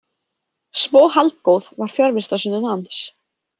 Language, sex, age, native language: Icelandic, female, 30-39, Icelandic